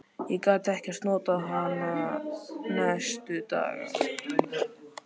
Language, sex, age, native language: Icelandic, male, 13, Icelandic